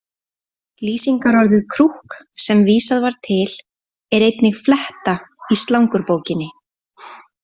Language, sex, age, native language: Icelandic, female, 40-49, Icelandic